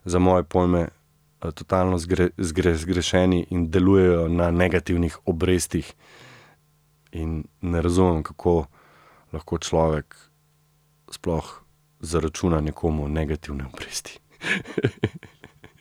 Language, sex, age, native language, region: Slovenian, male, 30-49, Slovenian, Central Slovenia